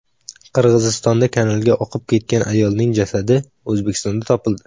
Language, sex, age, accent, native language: Uzbek, male, under 19, Samarqand, Uzbek